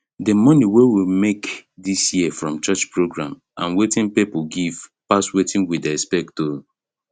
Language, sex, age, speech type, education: Nigerian Pidgin, male, 30-45, spontaneous, tertiary